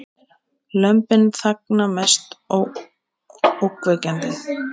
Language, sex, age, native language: Icelandic, female, 20-29, Icelandic